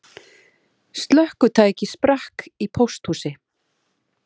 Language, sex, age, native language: Icelandic, female, 40-49, Icelandic